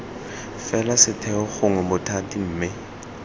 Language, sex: Tswana, male